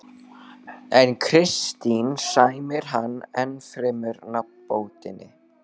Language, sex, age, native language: Icelandic, male, 12, Icelandic